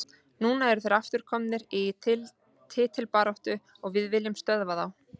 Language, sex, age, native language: Icelandic, female, 30-39, Icelandic